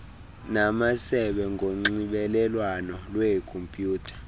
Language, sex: Xhosa, male